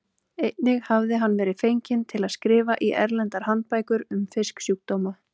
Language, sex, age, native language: Icelandic, female, 30-39, Icelandic